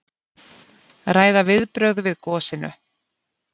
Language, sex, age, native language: Icelandic, female, 50-59, Icelandic